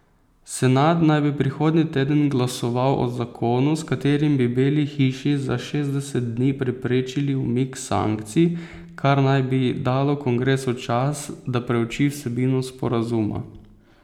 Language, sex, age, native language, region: Slovenian, male, 18-29, Slovenian, Posavska region